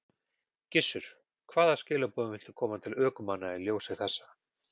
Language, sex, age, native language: Icelandic, male, 40-49, Icelandic